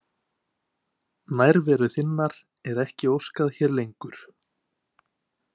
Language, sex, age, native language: Icelandic, male, 20-29, Icelandic